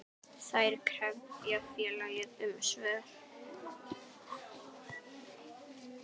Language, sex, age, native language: Icelandic, female, 10, Icelandic